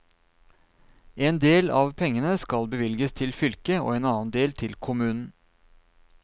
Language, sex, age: Norwegian, male, 39